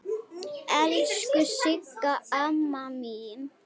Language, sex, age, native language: Icelandic, female, 8, Icelandic